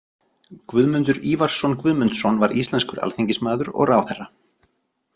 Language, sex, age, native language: Icelandic, other, 40-49, Icelandic